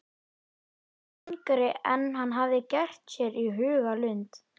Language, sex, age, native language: Icelandic, male, 11, Icelandic